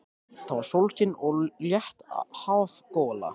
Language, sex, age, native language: Icelandic, male, 13, Icelandic